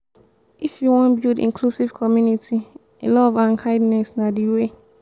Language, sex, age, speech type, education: Nigerian Pidgin, female, 15-29, spontaneous, tertiary